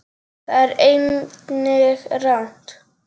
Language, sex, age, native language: Icelandic, male, 10, Icelandic